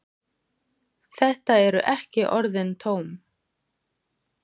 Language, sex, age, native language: Icelandic, female, 40-49, Icelandic